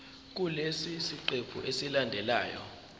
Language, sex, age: Zulu, male, 23